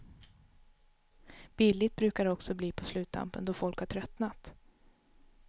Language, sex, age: Swedish, female, 32